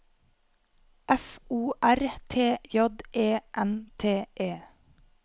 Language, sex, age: Norwegian, female, 28